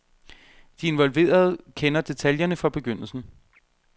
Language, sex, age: Danish, male, 32